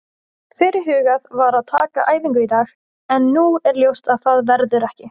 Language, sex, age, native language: Icelandic, female, 20-29, Icelandic